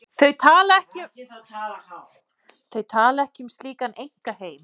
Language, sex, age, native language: Icelandic, male, 11, Icelandic